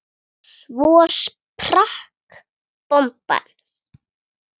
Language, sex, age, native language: Icelandic, female, 8, Icelandic